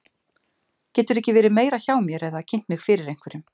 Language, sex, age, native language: Icelandic, female, 50-59, Icelandic